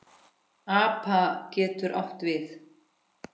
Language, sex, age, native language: Icelandic, female, 10, Icelandic